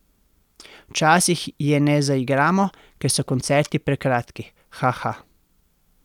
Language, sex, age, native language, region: Slovenian, male, 30-49, Slovenian, Central Slovenia